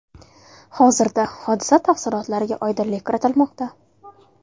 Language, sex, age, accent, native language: Uzbek, female, 19-29, Toshkent shahri, Uzbek